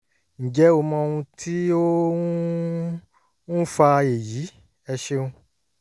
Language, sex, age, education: Yoruba, male, 30-45, tertiary